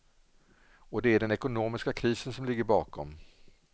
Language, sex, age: Swedish, male, 47